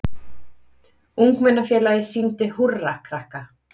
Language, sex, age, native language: Icelandic, female, 30-39, Icelandic